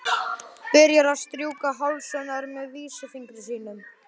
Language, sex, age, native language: Icelandic, male, 12, Icelandic